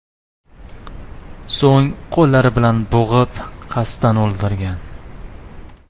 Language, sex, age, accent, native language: Uzbek, male, 19-29, Toshkent shahri, Uzbek